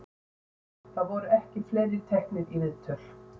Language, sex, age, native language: Icelandic, female, 60-69, Icelandic